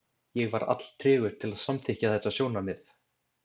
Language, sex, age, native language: Icelandic, male, 20-29, Icelandic